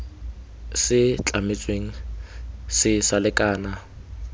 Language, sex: Tswana, male